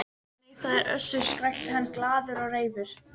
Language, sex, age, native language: Icelandic, female, 13, Icelandic